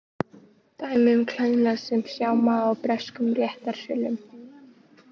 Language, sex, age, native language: Icelandic, female, 18-19, Icelandic